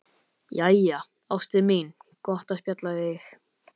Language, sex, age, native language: Icelandic, male, 12, Icelandic